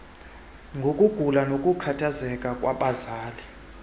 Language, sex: Xhosa, male